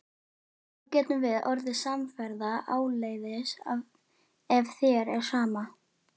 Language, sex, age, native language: Icelandic, female, 12, Icelandic